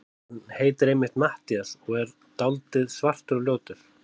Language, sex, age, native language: Icelandic, male, 30-39, Icelandic